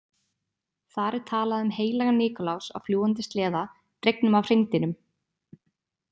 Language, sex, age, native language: Icelandic, female, 20-29, Icelandic